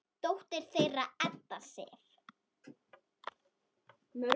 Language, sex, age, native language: Icelandic, female, 10, Icelandic